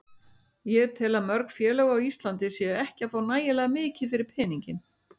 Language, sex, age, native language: Icelandic, female, 60-69, Icelandic